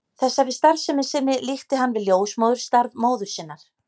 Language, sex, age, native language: Icelandic, female, 30-39, Icelandic